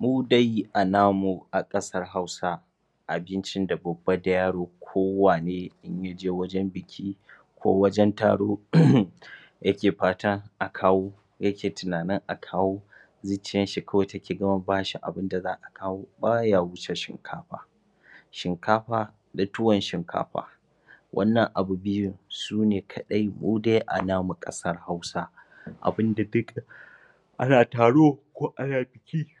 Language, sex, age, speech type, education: Hausa, male, 30-45, spontaneous, tertiary